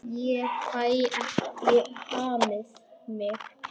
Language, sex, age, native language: Icelandic, male, 10, Icelandic